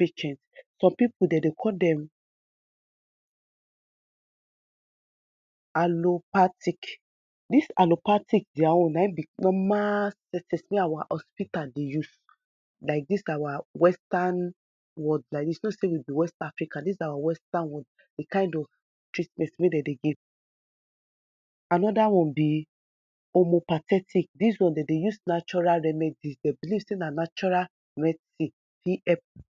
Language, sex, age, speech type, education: Nigerian Pidgin, female, 30-45, spontaneous, tertiary